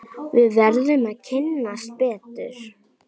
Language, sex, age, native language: Icelandic, female, 10, Icelandic